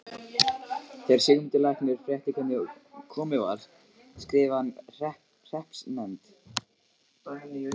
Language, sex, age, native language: Icelandic, male, 15, Icelandic